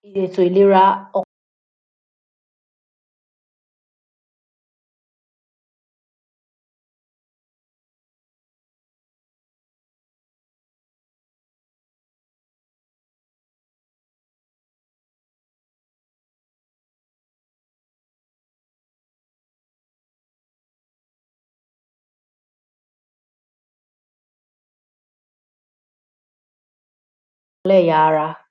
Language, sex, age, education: Yoruba, female, 46-60, tertiary